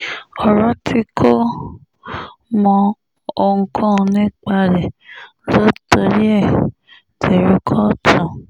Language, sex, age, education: Yoruba, female, 30-45, tertiary